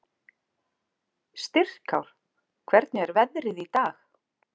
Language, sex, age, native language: Icelandic, female, 40-49, Icelandic